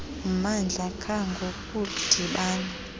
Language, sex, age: Xhosa, female, 26